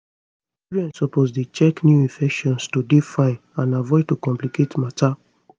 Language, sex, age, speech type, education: Nigerian Pidgin, female, 15-29, spontaneous, tertiary